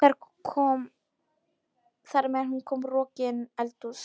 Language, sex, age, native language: Icelandic, female, 11, Polish